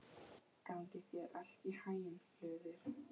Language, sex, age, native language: Icelandic, female, 12, Icelandic